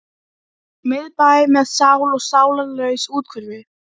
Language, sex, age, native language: Icelandic, female, 12, Icelandic